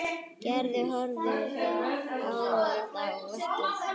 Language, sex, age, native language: Icelandic, male, 10, Icelandic